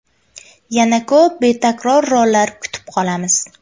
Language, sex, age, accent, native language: Uzbek, female, 18-24, Qashqadaryo, Uzbek